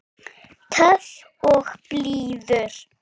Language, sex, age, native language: Icelandic, female, 7, Icelandic